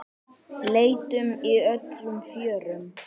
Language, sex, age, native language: Icelandic, male, 10, Icelandic